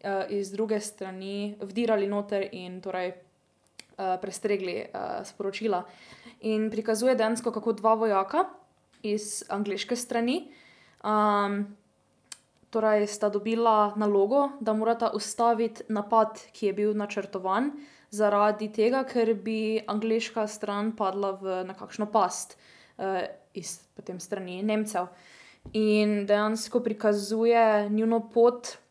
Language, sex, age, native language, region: Slovenian, female, 18-29, Slovenian, Drava region